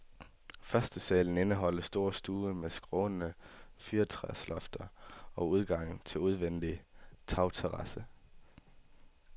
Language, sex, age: Danish, male, 18